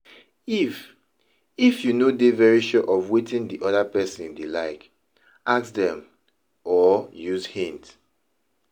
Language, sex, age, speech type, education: Nigerian Pidgin, male, 30-45, spontaneous, tertiary